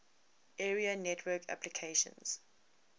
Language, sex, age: English, female, 20